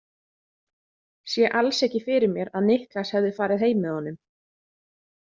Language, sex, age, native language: Icelandic, female, 30-39, Icelandic